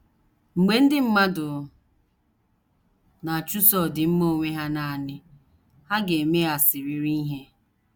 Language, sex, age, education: Igbo, female, 30-45, tertiary